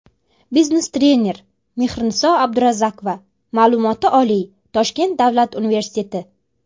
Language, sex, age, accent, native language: Uzbek, female, under 19, Farg'ona, Uzbek